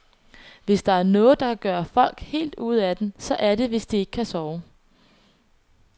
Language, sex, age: Danish, female, 21